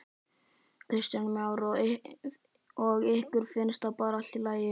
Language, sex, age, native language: Icelandic, male, 11, Icelandic